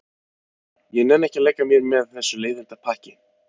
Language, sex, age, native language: Icelandic, male, 30-39, Icelandic